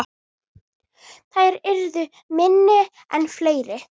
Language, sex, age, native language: Icelandic, male, 10, Icelandic